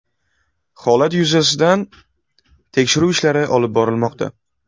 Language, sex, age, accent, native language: Uzbek, male, 18-24, Buxoro, Uzbek